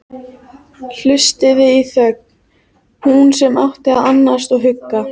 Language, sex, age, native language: Icelandic, female, 14, Icelandic